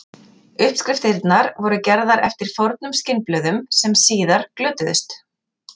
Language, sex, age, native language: Icelandic, female, 40-49, Icelandic